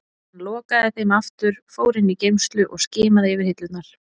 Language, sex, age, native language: Icelandic, female, 40-49, Icelandic